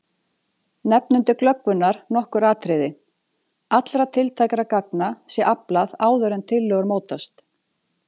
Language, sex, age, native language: Icelandic, female, 40-49, Icelandic